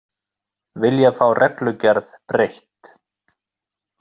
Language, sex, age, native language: Icelandic, male, 30-39, Icelandic